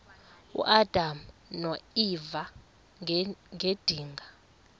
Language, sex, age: Xhosa, female, 23